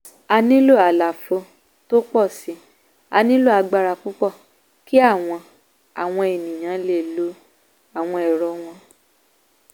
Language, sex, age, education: Yoruba, female, 15-29, tertiary